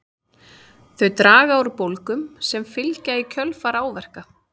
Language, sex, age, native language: Icelandic, female, 30-39, Icelandic